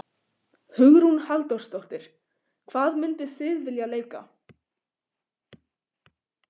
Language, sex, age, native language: Icelandic, female, 15, Icelandic